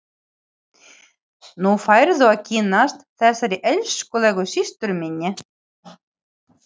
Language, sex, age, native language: Icelandic, female, 40-49, Ukrainian